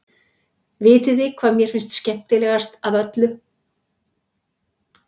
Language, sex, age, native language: Icelandic, female, 60-69, Icelandic